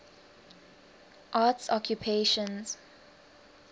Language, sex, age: English, female, 19